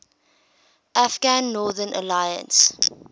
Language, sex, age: English, female, 21